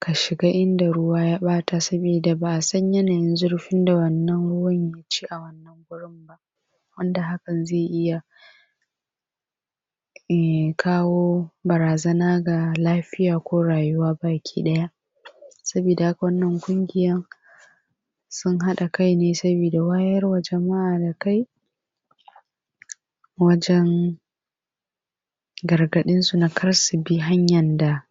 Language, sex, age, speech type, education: Hausa, female, 15-29, spontaneous, primary